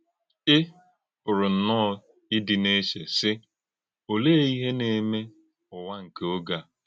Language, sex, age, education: Igbo, male, 15-29, tertiary